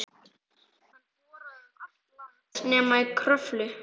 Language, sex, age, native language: Icelandic, male, 11, Icelandic